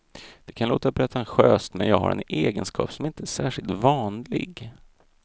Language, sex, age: Swedish, male, 32